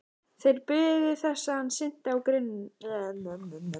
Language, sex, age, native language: Icelandic, female, 14, Icelandic